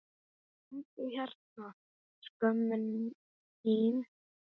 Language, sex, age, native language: Icelandic, male, 10, Icelandic